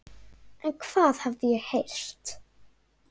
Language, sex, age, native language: Icelandic, female, 9, Icelandic